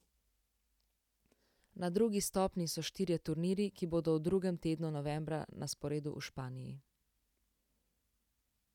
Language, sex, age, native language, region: Slovenian, female, 18-29, Slovenian, Central Slovenia